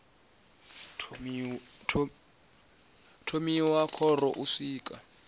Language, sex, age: Venda, male, 19